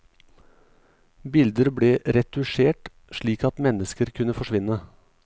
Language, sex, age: Norwegian, male, 38